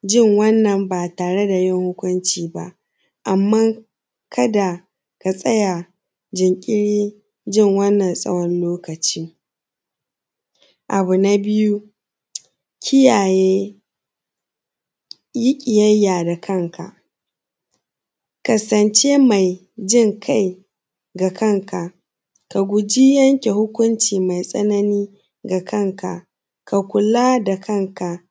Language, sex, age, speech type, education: Hausa, female, 15-29, spontaneous, secondary